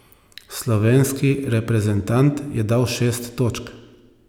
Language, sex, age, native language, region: Slovenian, male, 30-49, Slovenian, Savinja region